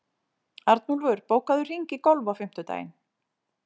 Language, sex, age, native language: Icelandic, female, 40-49, Icelandic